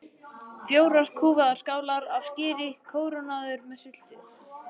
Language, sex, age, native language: Icelandic, male, 11, Icelandic